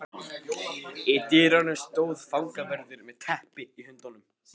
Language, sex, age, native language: Icelandic, male, 15, Icelandic